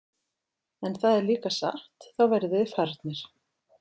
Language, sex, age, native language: Icelandic, female, 40-49, Icelandic